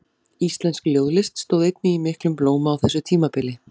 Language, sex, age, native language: Icelandic, female, 40-49, Icelandic